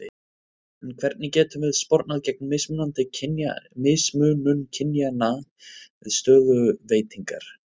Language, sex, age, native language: Icelandic, male, 20-29, Icelandic